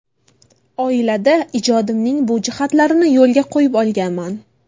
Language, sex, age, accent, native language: Uzbek, female, 18-24, Buxoro, Uzbek